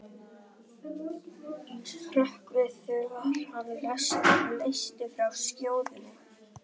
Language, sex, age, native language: Icelandic, male, 11, Icelandic